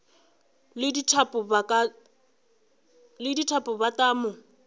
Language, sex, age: Northern Sotho, female, 21